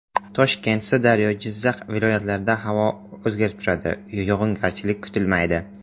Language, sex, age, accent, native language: Uzbek, male, 18-24, Samarqand, Uzbek